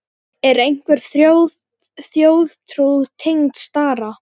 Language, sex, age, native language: Icelandic, female, 9, Icelandic